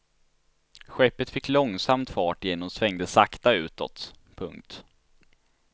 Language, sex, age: Swedish, male, 16